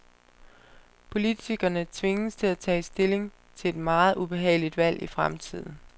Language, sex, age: Danish, female, 25